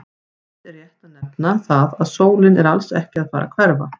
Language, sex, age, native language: Icelandic, female, 50-59, Icelandic